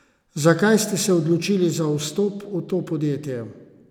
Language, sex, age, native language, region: Slovenian, male, 50-59, Slovenian, Savinja region